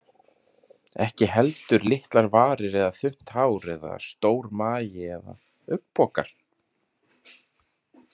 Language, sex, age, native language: Icelandic, male, 30-39, Icelandic